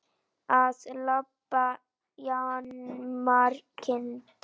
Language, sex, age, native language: Icelandic, female, 9, Icelandic